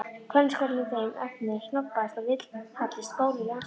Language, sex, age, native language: Icelandic, female, 11, Icelandic